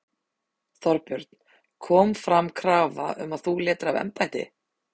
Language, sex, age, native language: Icelandic, female, 30-39, Icelandic